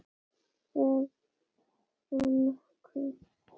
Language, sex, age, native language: Icelandic, female, 8, Icelandic